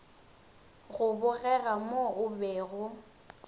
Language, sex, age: Northern Sotho, female, 19